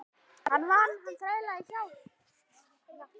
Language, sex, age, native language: Icelandic, female, 10, Icelandic